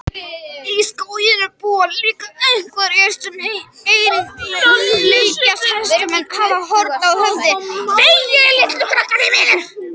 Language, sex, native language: Icelandic, other, Icelandic